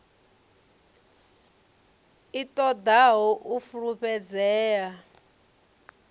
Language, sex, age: Venda, female, 34